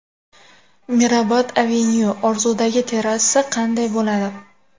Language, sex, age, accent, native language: Uzbek, female, 18-24, Namangan, Uzbek